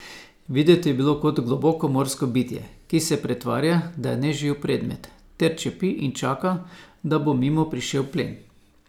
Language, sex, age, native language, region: Slovenian, male, 50-59, Slovenian, Savinja region